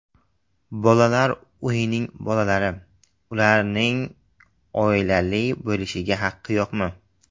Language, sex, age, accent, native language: Uzbek, male, 18-24, Samarqand, Uzbek